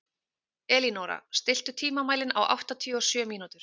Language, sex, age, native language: Icelandic, female, 30-39, Icelandic